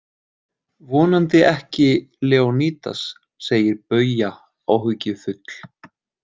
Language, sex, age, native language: Icelandic, male, 20-29, Icelandic